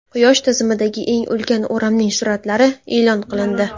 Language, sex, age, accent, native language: Uzbek, female, 19-29, Samarqand, Uzbek